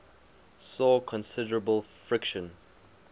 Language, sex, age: English, male, 20